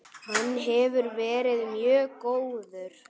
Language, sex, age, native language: Icelandic, male, 8, Icelandic